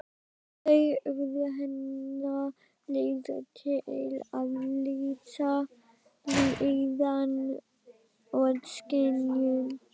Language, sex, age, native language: Icelandic, female, 12, Icelandic